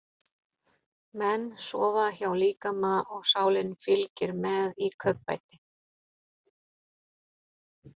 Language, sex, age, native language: Icelandic, female, 40-49, Polish